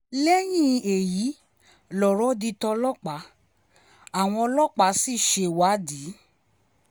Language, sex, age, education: Yoruba, female, 30-45, tertiary